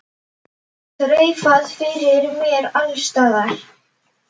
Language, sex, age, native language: Icelandic, male, 10, Icelandic